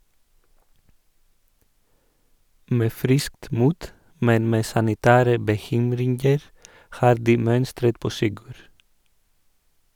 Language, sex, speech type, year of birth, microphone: Norwegian, male, read, 1986, Sennheiser